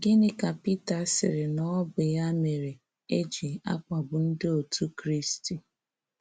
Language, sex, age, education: Igbo, female, 30-45, tertiary